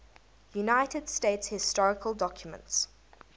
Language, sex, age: English, female, 19